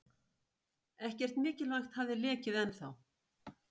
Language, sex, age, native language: Icelandic, female, 60-69, Icelandic